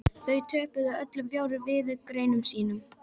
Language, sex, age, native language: Icelandic, female, 18-19, Icelandic